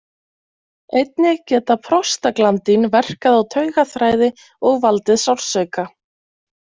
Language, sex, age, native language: Icelandic, female, 20-29, Icelandic